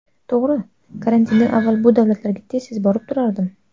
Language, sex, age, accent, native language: Uzbek, female, 19-29, Qashqadaryo, Uzbek